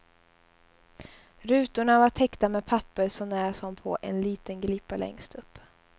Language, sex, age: Swedish, female, 21